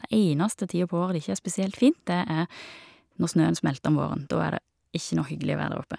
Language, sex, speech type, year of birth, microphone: Norwegian, female, spontaneous, 1969, Shure